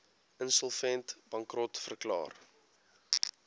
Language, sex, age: Afrikaans, male, 18